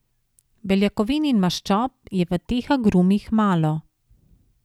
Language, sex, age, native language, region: Slovenian, female, 50-59, Slovenian, Savinja region